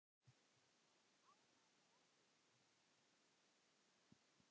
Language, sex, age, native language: Icelandic, male, 10, Icelandic